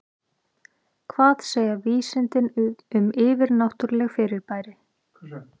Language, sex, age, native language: Icelandic, female, 30-39, Icelandic